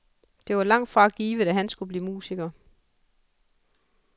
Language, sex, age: Danish, female, 41